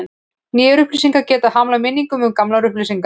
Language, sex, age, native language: Icelandic, female, 40-49, Icelandic